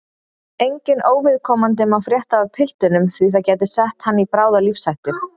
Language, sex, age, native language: Icelandic, female, 30-39, Icelandic